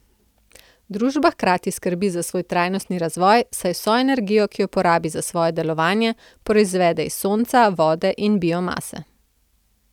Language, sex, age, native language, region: Slovenian, female, 30-49, Slovenian, Central Slovenia